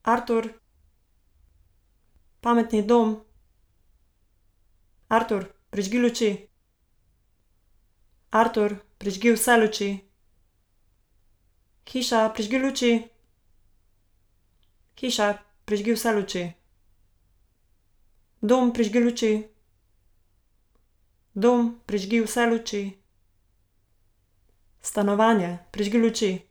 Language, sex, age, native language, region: Slovenian, female, 18-29, Slovenian, Zasavska region